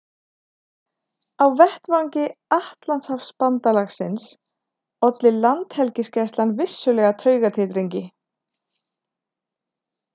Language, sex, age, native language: Icelandic, female, 30-39, Icelandic